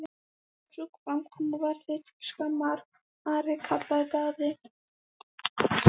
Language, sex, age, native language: Icelandic, female, 14, Icelandic